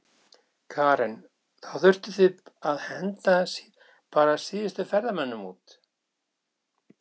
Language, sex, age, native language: Icelandic, male, 60-69, Icelandic